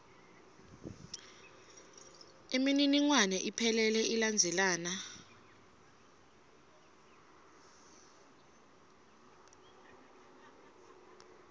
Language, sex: Swati, female